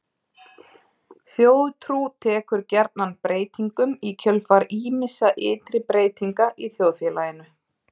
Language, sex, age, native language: Icelandic, female, 30-39, Icelandic